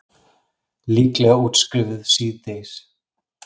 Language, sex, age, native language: Icelandic, male, 40-49, Icelandic